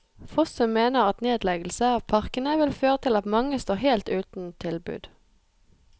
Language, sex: Norwegian, female